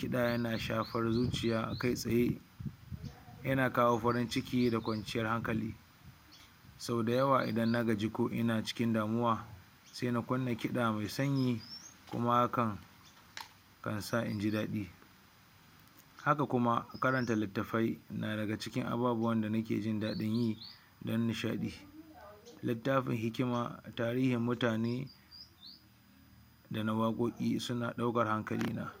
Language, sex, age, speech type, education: Hausa, male, 60+, spontaneous, tertiary